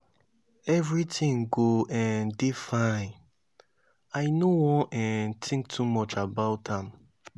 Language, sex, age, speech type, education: Nigerian Pidgin, male, 15-29, spontaneous, tertiary